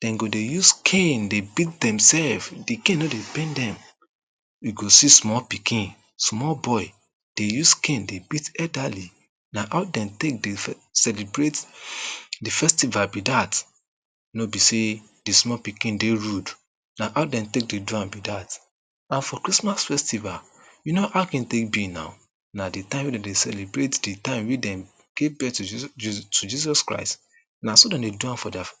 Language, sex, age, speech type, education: Nigerian Pidgin, male, 30-45, spontaneous, tertiary